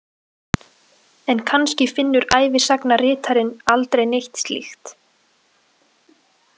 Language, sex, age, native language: Icelandic, female, 20-29, Icelandic